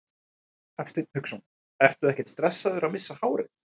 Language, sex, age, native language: Icelandic, male, 30-39, Icelandic